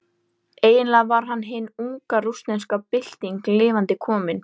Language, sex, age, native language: Icelandic, female, 11, Icelandic